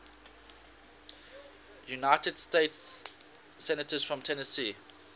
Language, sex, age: English, male, 19